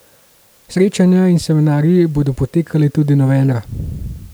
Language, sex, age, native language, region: Slovenian, male, 18-29, Slovenian, Gorenjska region